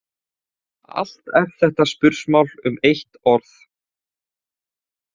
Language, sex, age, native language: Icelandic, male, 18-19, Icelandic